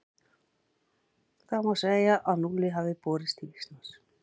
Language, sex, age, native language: Icelandic, female, 50-59, Icelandic